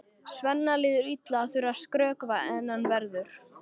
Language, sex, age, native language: Icelandic, female, 13, Icelandic